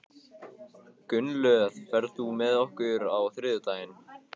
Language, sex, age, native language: Icelandic, male, 15, Icelandic